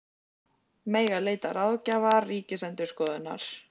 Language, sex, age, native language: Icelandic, female, 20-29, Icelandic